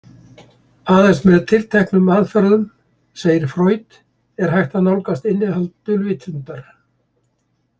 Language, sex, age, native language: Icelandic, male, 70-79, Icelandic